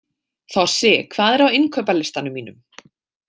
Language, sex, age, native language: Icelandic, female, 20-29, Icelandic